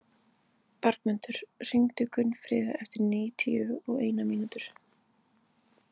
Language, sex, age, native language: Icelandic, female, 20-29, Icelandic